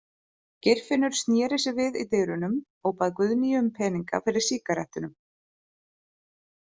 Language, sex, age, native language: Icelandic, female, 30-39, Icelandic